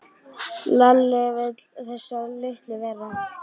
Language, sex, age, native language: Icelandic, female, 11, Icelandic